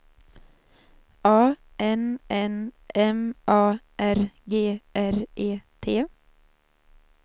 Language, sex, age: Swedish, female, 27